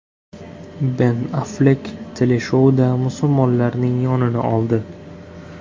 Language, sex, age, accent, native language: Uzbek, male, 18-24, Xorazm, Uzbek